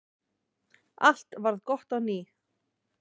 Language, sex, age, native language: Icelandic, female, 40-49, Icelandic